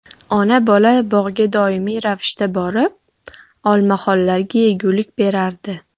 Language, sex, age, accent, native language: Uzbek, female, 40-49, Farg'ona, Uzbek